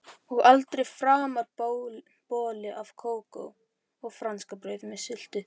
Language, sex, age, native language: Icelandic, male, 11, Icelandic